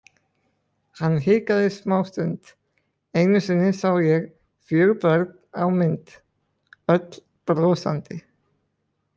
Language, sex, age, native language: Icelandic, male, 20-29, Icelandic